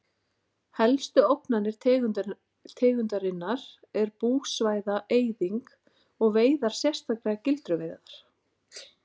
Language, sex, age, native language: Icelandic, female, 40-49, Icelandic